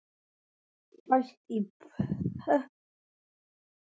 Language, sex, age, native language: Icelandic, male, 11, Icelandic